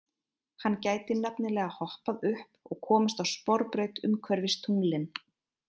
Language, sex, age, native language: Icelandic, female, 30-39, Icelandic